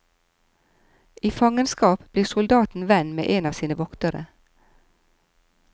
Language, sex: Norwegian, female